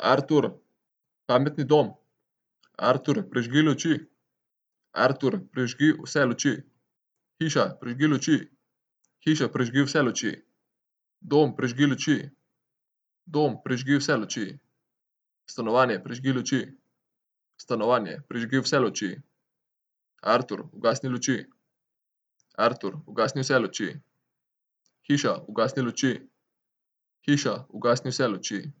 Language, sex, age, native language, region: Slovenian, male, 18-29, Slovenian, Central Slovenia